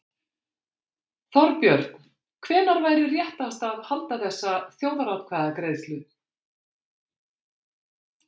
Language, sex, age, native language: Icelandic, female, 60-69, Icelandic